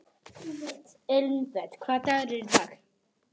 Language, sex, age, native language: Icelandic, male, 18-19, Polish